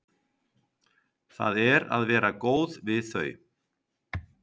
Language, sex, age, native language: Icelandic, male, 50-59, Icelandic